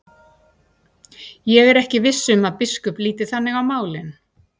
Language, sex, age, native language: Icelandic, female, 60-69, Icelandic